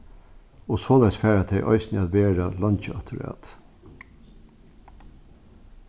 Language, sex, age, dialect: Faroese, male, 61+, Norðuroyggjar